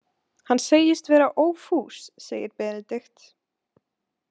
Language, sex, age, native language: Icelandic, female, 18-19, Icelandic